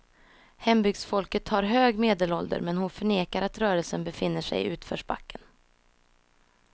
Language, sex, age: Swedish, female, 26